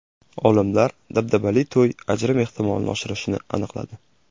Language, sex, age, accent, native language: Uzbek, male, 18-24, Jizzax, Uzbek